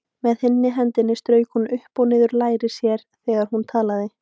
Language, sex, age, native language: Icelandic, female, 18-19, Icelandic